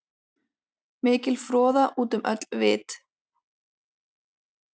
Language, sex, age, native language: Icelandic, female, 30-39, Icelandic